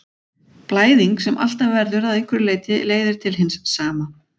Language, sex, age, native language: Icelandic, female, 40-49, Icelandic